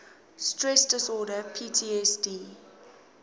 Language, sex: English, female